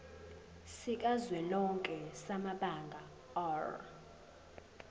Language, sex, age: Zulu, female, 18